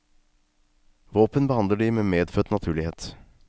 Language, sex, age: Norwegian, male, 36